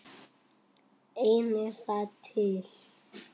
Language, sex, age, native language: Icelandic, male, 8, Icelandic